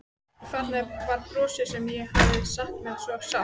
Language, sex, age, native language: Icelandic, female, 14, Icelandic